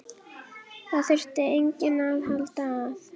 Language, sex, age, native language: Icelandic, female, 11, Icelandic